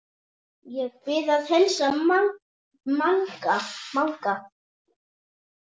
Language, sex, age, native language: Icelandic, male, 10, Icelandic